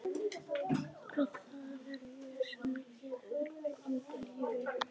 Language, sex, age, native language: Icelandic, female, 11, Icelandic